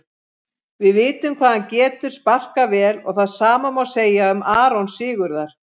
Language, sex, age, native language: Icelandic, female, 50-59, Icelandic